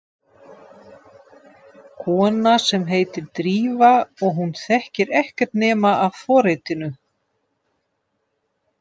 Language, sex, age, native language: Icelandic, female, 50-59, Dutch